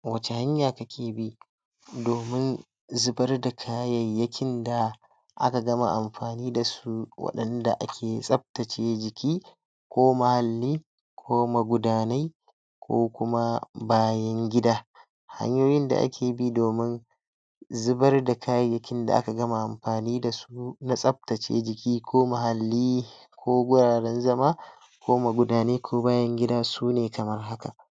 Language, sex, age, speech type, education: Hausa, male, 60+, spontaneous, tertiary